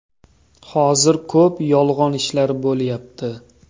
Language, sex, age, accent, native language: Uzbek, male, 25-34, Toshkent viloyati, Uzbek